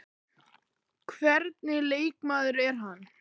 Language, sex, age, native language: Icelandic, male, 11, Icelandic